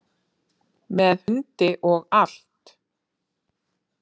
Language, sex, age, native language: Icelandic, female, 30-39, Icelandic